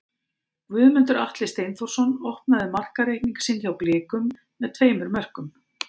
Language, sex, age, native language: Icelandic, female, 50-59, Icelandic